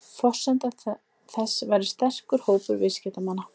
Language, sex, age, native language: Icelandic, female, 30-39, Icelandic